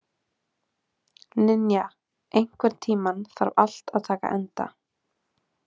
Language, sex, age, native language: Icelandic, female, 20-29, Icelandic